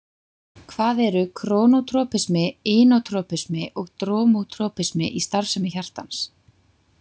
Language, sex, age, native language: Icelandic, female, 20-29, Icelandic